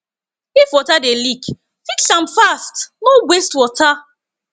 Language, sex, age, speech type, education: Nigerian Pidgin, female, 15-29, spontaneous, tertiary